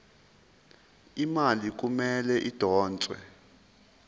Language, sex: Zulu, male